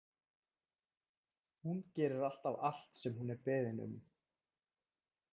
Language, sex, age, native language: Icelandic, male, 30-39, Icelandic